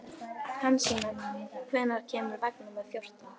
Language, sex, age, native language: Icelandic, female, 11, Icelandic